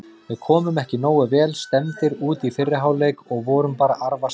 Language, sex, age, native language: Icelandic, male, 30-39, Icelandic